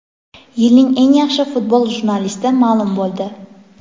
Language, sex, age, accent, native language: Uzbek, female, 18-24, Toshkent shahri, Uzbek